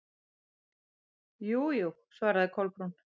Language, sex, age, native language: Icelandic, female, 30-39, Icelandic